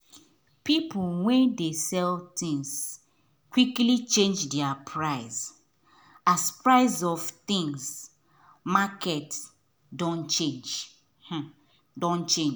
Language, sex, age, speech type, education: Nigerian Pidgin, female, 30-45, spontaneous, tertiary